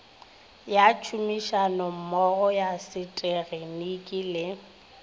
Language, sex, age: Northern Sotho, female, 23